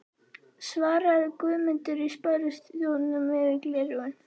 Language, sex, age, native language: Icelandic, female, 11, Icelandic